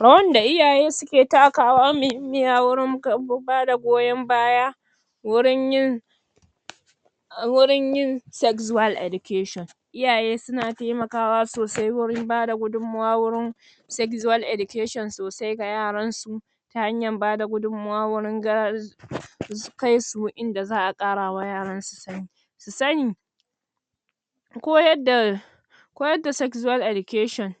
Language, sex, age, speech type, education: Hausa, female, 60+, spontaneous, secondary